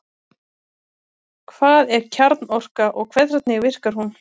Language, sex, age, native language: Icelandic, female, 30-39, Icelandic